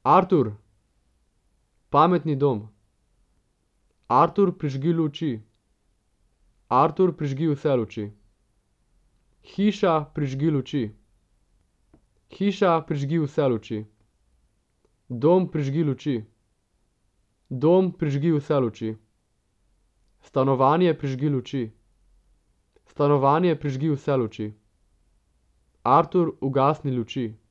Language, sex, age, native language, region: Slovenian, male, 18-29, Slovenian, Central Slovenia